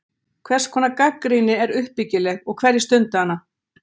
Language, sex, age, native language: Icelandic, female, 60-69, Icelandic